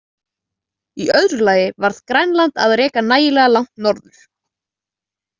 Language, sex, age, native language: Icelandic, female, 20-29, Icelandic